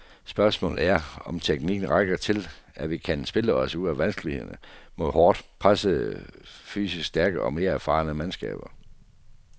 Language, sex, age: Danish, male, 48